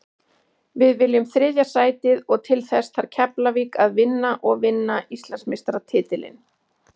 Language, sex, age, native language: Icelandic, female, 40-49, Icelandic